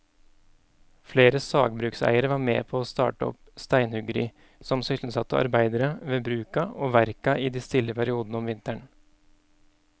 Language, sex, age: Norwegian, male, 31